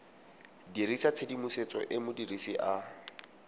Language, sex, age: Tswana, male, 18